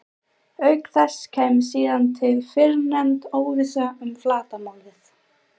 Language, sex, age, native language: Icelandic, female, 20-29, Icelandic